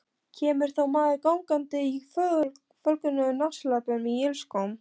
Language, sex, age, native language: Icelandic, female, 13, Polish